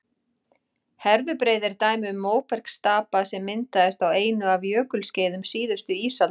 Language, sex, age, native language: Icelandic, female, 40-49, Icelandic